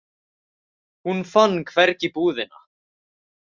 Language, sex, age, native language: Icelandic, male, 18-19, Icelandic